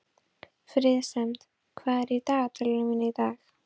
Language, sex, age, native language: Icelandic, female, 12, Icelandic